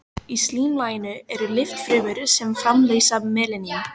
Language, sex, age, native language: Icelandic, female, 14, Filipino